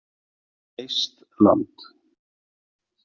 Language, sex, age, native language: Icelandic, male, 40-49, Icelandic